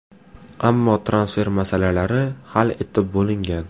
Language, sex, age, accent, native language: Uzbek, male, 18-24, Farg'ona, Uzbek